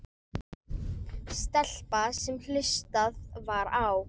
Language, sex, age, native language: Icelandic, female, 7, Icelandic